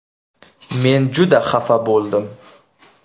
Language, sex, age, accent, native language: Uzbek, male, 25-34, Andijon, Uzbek